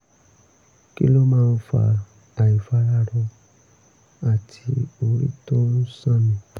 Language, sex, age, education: Yoruba, male, 30-45, tertiary